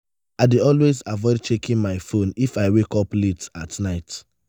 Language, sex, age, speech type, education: Nigerian Pidgin, male, 15-29, spontaneous, tertiary